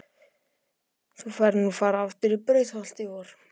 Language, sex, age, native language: Icelandic, male, 12, Icelandic